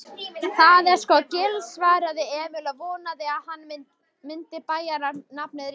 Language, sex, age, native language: Icelandic, female, 18-19, Icelandic